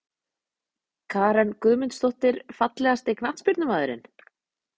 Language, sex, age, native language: Icelandic, female, 20-29, Icelandic